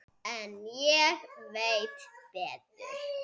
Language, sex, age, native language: Icelandic, male, 6, Icelandic